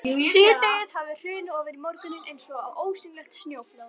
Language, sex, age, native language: Icelandic, female, 12, Icelandic